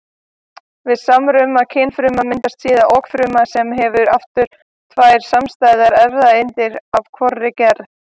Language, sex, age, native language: Icelandic, female, 30-39, Icelandic